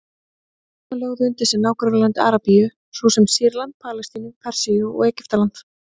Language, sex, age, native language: Icelandic, female, 30-39, Icelandic